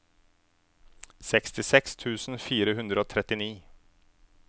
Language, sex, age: Norwegian, male, 27